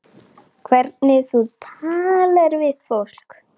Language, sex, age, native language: Icelandic, male, 9, Icelandic